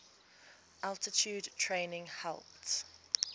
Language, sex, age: English, female, 20